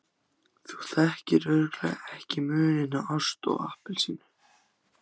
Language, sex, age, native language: Icelandic, other, 14, Icelandic